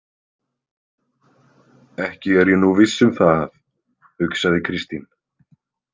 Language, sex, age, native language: Icelandic, male, 20-29, Icelandic